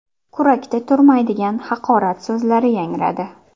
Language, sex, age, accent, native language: Uzbek, female, 19-29, Qashqadaryo, Uzbek